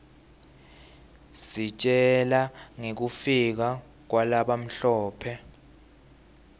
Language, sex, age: Swati, male, 18